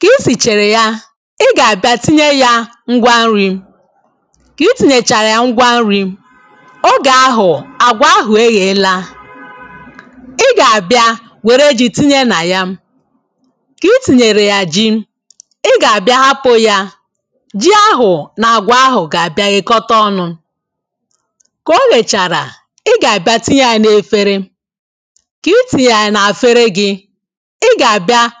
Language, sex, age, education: Igbo, female, 15-29, tertiary